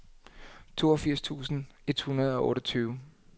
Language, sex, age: Danish, male, 39